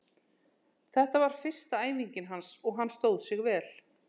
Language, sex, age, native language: Icelandic, female, 30-39, Icelandic